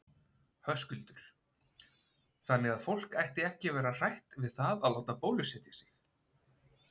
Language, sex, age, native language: Icelandic, male, 20-29, Icelandic